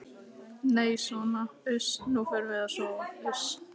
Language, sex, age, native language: Icelandic, female, 15, Icelandic